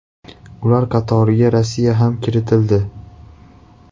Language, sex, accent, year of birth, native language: Uzbek, male, Andijon, 2003, Uzbek